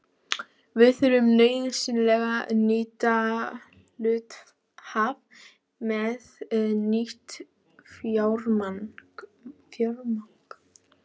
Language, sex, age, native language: Icelandic, female, 12, Icelandic